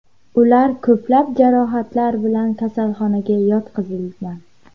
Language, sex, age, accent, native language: Uzbek, female, under 19, Qashqadaryo, Uzbek